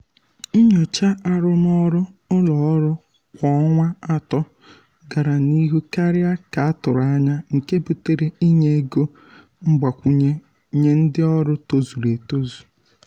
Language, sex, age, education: Igbo, male, 15-29, tertiary